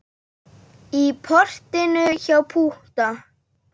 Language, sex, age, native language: Icelandic, female, 8, Icelandic